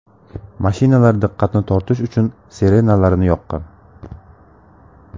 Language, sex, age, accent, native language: Uzbek, male, 18-24, Samarqand, Uzbek